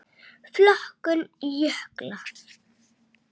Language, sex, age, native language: Icelandic, female, 6, Icelandic